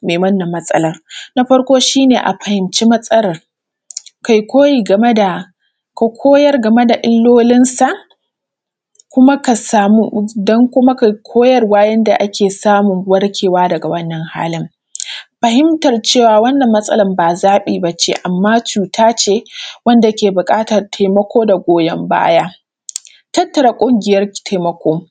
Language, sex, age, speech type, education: Hausa, female, 15-29, spontaneous, primary